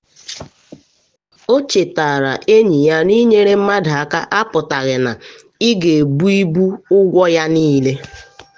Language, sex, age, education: Igbo, female, 15-29, tertiary